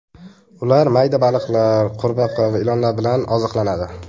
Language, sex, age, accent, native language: Uzbek, male, under 19, Toshkent viloyati, Uzbek